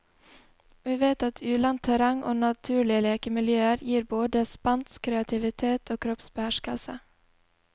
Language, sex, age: Norwegian, female, 20